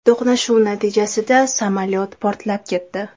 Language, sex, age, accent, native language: Uzbek, female, 18-24, Toshkent shahri, Uzbek